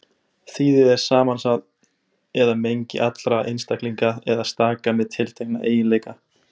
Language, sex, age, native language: Icelandic, male, 20-29, Icelandic